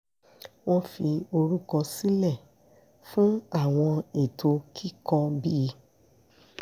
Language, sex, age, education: Yoruba, female, 46-60, secondary